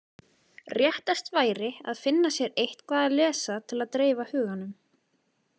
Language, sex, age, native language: Icelandic, female, 20-29, Icelandic